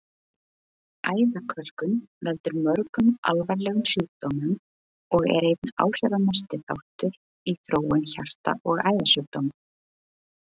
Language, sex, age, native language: Icelandic, female, 20-29, Icelandic